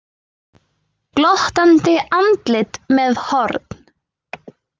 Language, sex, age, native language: Icelandic, female, 20-29, Icelandic